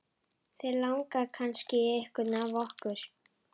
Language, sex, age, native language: Icelandic, female, 11, Icelandic